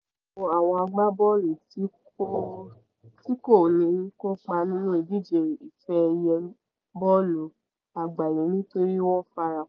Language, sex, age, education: Yoruba, female, 15-29, secondary